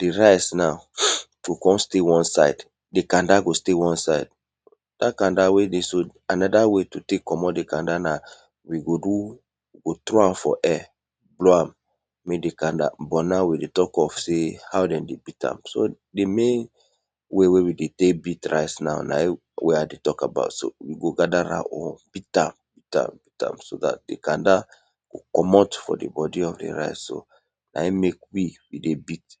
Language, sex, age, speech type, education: Nigerian Pidgin, male, 30-45, spontaneous, tertiary